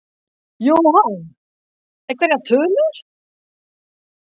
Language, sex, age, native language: Icelandic, female, 60-69, French